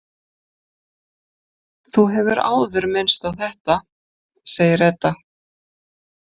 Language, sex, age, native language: Icelandic, female, 50-59, Icelandic